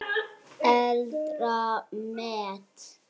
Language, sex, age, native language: Icelandic, male, 6, Icelandic